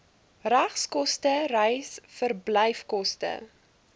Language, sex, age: Afrikaans, female, 20